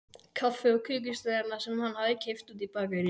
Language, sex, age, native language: Icelandic, male, 12, Icelandic